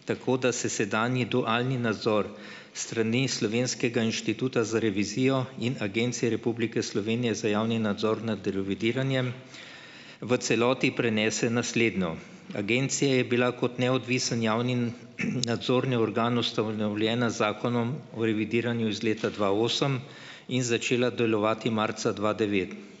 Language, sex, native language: Slovenian, male, Slovenian